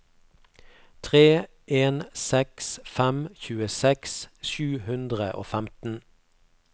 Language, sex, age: Norwegian, male, 48